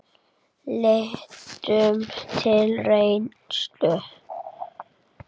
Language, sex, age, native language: Icelandic, female, 8, Icelandic